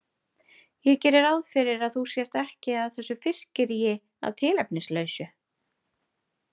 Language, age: Icelandic, 30-39